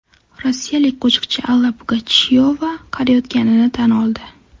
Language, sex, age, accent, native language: Uzbek, female, 12-17, Navoiy, Uzbek